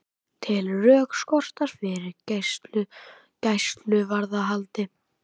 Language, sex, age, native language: Icelandic, male, 18-19, Icelandic